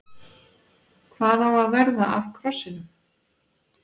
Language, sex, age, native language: Icelandic, female, 40-49, Icelandic